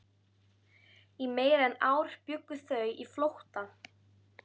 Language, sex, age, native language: Icelandic, female, 13, Icelandic